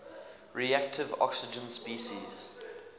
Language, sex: English, male